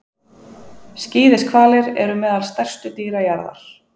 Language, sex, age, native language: Icelandic, female, 20-29, Icelandic